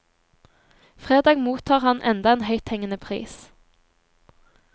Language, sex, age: Norwegian, female, 23